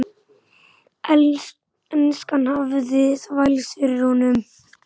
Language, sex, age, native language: Icelandic, male, 10, Icelandic